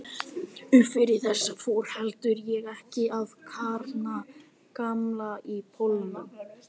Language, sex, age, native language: Icelandic, male, 18-19, Icelandic